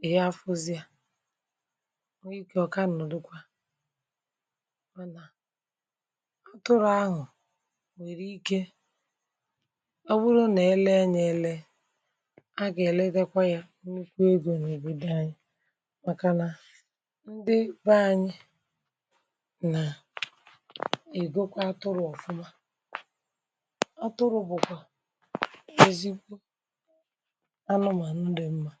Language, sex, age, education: Igbo, male, 30-45, tertiary